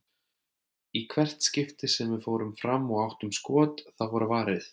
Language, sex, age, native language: Icelandic, male, 30-39, Icelandic